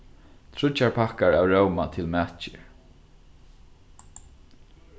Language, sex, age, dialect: Faroese, male, 15-35, Norðurstreymoy/Eysturoy